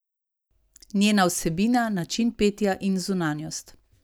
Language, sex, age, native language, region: Slovenian, female, 30-49, Slovenian, Savinja region